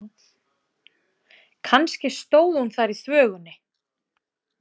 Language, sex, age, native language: Icelandic, female, 11, Icelandic